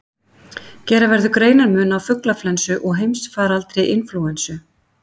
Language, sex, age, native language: Icelandic, female, 50-59, Icelandic